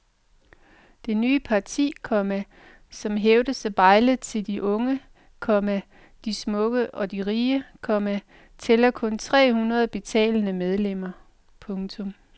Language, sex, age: Danish, female, 45